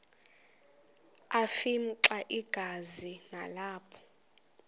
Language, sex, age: Xhosa, female, 24